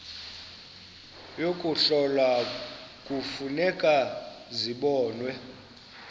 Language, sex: Xhosa, male